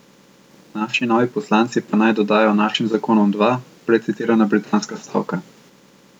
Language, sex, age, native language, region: Slovenian, male, 18-29, Slovenian, Central Slovenia